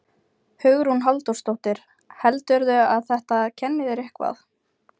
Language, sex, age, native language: Icelandic, female, 20-29, Ukrainian